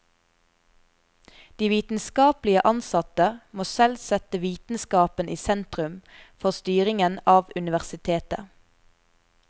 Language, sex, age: Norwegian, female, 24